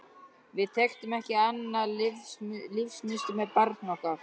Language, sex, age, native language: Icelandic, male, 12, Icelandic